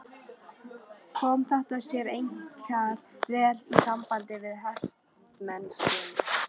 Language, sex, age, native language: Icelandic, female, 13, Icelandic